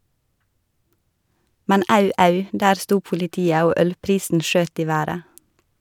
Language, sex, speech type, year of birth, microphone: Norwegian, female, read, 1985, Shure